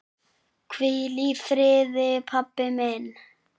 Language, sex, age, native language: Icelandic, male, 7, Icelandic